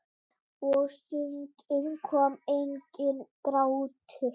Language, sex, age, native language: Icelandic, female, 8, Icelandic